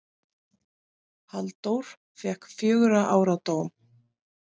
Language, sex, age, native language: Icelandic, female, 40-49, Icelandic